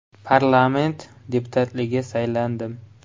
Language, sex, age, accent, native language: Uzbek, male, 18-24, Farg'ona, Uzbek